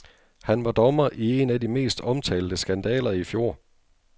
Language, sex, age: Danish, male, 42